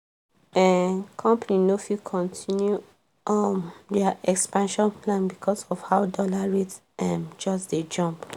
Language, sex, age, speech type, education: Nigerian Pidgin, female, 15-29, spontaneous, tertiary